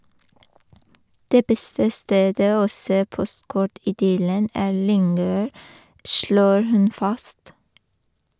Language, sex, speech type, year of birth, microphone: Norwegian, female, read, 1985, Shure